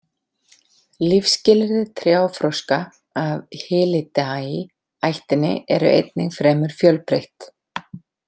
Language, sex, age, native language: Icelandic, female, 40-49, Icelandic